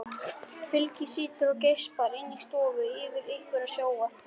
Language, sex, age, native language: Icelandic, male, 11, Icelandic